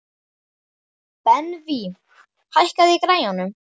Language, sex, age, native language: Icelandic, male, 11, Icelandic